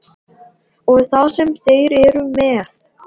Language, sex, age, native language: Icelandic, male, 18-19, Latvian